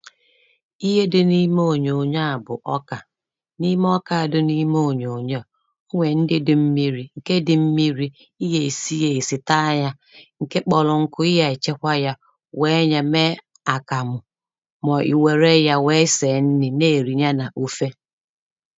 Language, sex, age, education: Igbo, female, 30-45, tertiary